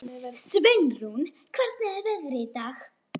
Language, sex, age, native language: Icelandic, female, 18-19, Icelandic